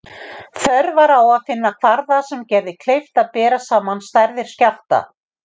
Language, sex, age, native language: Icelandic, female, 50-59, Icelandic